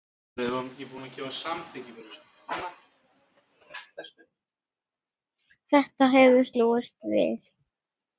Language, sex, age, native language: Icelandic, female, 7, Icelandic